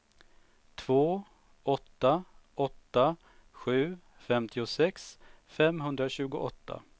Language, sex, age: Swedish, male, 45